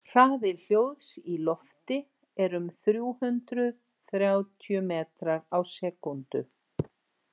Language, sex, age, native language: Icelandic, female, 60-69, Icelandic